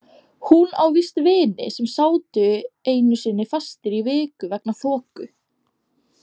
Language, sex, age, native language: Icelandic, female, 18-19, Icelandic